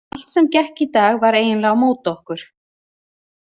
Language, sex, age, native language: Icelandic, female, 30-39, Icelandic